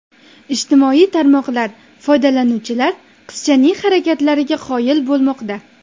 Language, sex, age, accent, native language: Uzbek, female, under 19, Jizzax, Uzbek